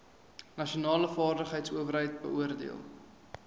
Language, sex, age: Afrikaans, male, 23